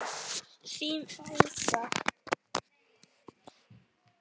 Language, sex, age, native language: Icelandic, male, 7, Icelandic